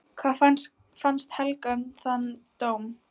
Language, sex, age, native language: Icelandic, female, 12, Icelandic